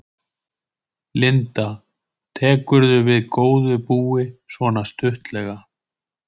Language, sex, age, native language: Icelandic, male, 20-29, Icelandic